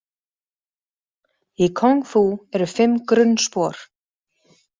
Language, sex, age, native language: Icelandic, female, 40-49, Icelandic